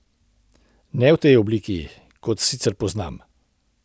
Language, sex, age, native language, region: Slovenian, male, 60+, Slovenian, Central Slovenia